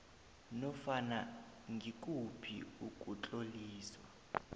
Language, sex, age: South Ndebele, male, 20